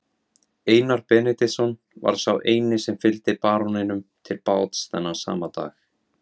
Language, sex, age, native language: Icelandic, male, 17, Icelandic